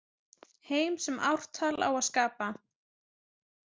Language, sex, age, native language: Icelandic, female, 20-29, Icelandic